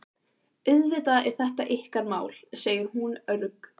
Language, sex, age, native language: Icelandic, female, 14, Icelandic